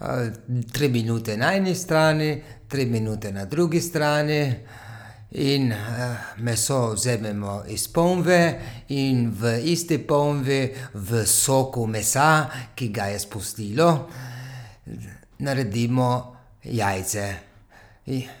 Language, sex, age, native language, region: Slovenian, male, 30-49, Slovenian, Gorica region